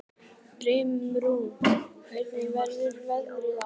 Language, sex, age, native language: Icelandic, male, 12, Icelandic